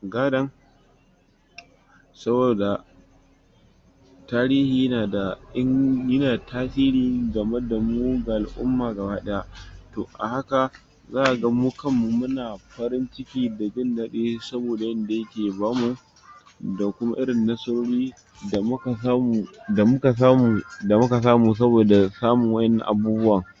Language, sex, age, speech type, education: Hausa, male, 46-60, spontaneous, tertiary